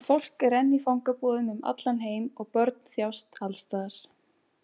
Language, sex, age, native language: Icelandic, female, 18-19, Icelandic